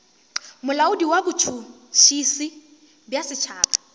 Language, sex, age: Northern Sotho, female, 18